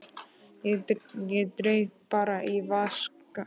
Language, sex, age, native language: Icelandic, male, 12, Icelandic